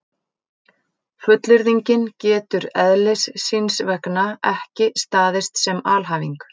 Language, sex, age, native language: Icelandic, female, 40-49, Icelandic